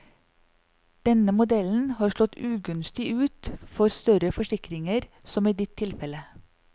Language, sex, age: Norwegian, female, 40